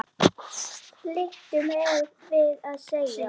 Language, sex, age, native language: Icelandic, female, 8, Icelandic